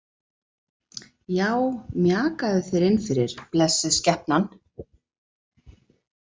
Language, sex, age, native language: Icelandic, female, 40-49, Icelandic